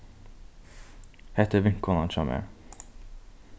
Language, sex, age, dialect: Faroese, male, 15-35, Norðurstreymoy/Eysturoy